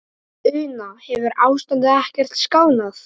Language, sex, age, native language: Icelandic, male, 9, Icelandic